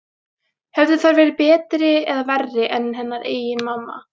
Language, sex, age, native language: Icelandic, female, 18-19, Icelandic